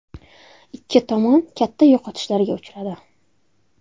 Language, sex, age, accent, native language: Uzbek, female, 19-29, Toshkent shahri, Uzbek